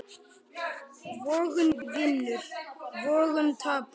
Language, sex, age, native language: Icelandic, male, 10, Icelandic